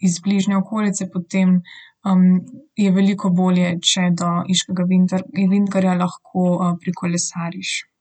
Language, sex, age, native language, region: Slovenian, female, 18-29, Slovenian, Southeast Slovenia